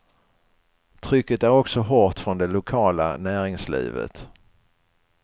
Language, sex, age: Swedish, male, 61